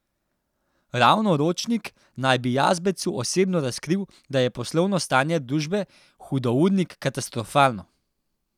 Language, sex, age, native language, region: Slovenian, male, 18-29, Slovenian, Central Slovenia